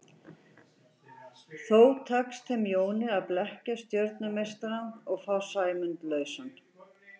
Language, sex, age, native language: Icelandic, female, 40-49, Icelandic